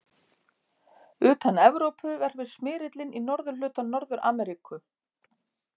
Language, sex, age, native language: Icelandic, female, 50-59, Icelandic